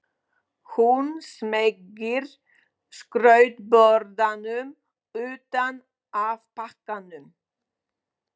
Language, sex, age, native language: Icelandic, female, 20-29, Polish